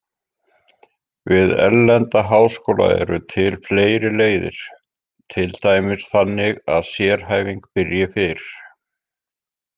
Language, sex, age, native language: Icelandic, male, 50-59, Icelandic